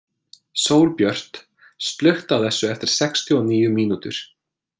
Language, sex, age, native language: Icelandic, male, 20-29, English